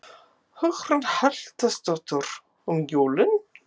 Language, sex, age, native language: Icelandic, female, 50-59, English